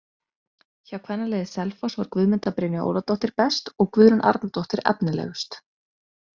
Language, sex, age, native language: Icelandic, female, 20-29, Icelandic